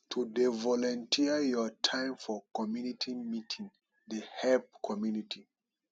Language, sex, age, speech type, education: Nigerian Pidgin, male, 30-45, spontaneous, tertiary